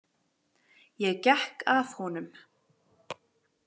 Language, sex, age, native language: Icelandic, female, 20-29, Icelandic